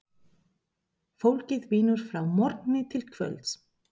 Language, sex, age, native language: Icelandic, female, 30-39, Spanish